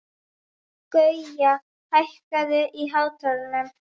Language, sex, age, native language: Icelandic, female, 12, Icelandic